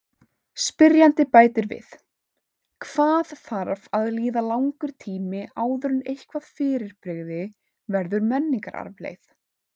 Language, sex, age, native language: Icelandic, female, 18-19, Icelandic